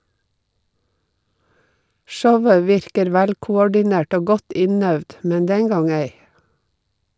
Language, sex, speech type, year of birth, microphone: Norwegian, female, read, 1952, Shure